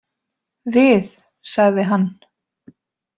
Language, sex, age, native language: Icelandic, female, 20-29, Icelandic